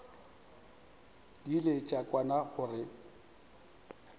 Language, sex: Northern Sotho, male